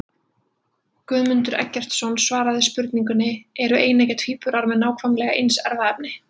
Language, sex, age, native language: Icelandic, female, 20-29, Icelandic